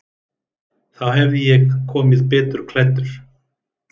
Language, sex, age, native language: Icelandic, male, 30-39, Icelandic